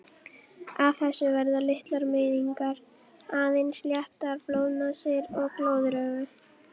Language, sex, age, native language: Icelandic, female, 11, Icelandic